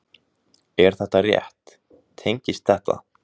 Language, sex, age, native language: Icelandic, male, 18-19, Icelandic